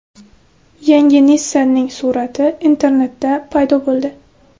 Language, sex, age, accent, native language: Uzbek, female, 18-24, Buxoro, Uzbek